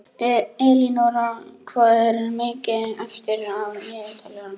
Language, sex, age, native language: Icelandic, male, 11, Icelandic